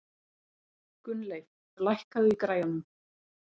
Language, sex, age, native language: Icelandic, female, 30-39, Icelandic